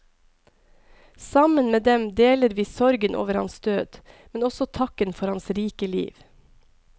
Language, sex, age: Norwegian, female, 42